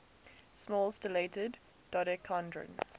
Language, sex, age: English, female, 19